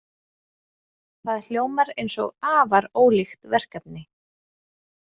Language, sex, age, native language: Icelandic, female, 20-29, Icelandic